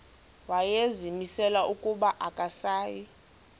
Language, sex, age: Xhosa, female, 20